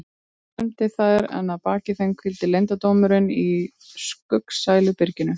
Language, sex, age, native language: Icelandic, female, 30-39, Icelandic